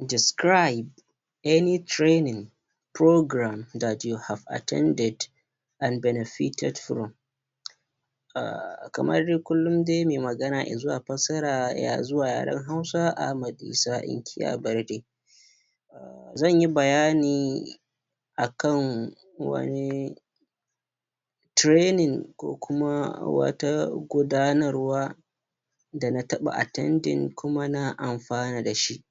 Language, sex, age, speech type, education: Hausa, male, 15-29, spontaneous, primary